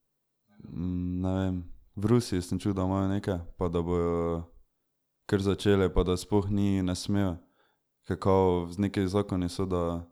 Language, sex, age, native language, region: Slovenian, male, 18-29, Slovenian, Drava region